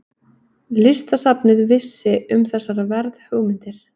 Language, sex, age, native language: Icelandic, female, 30-39, Icelandic